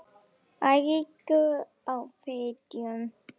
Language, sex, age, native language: Icelandic, female, 10, Icelandic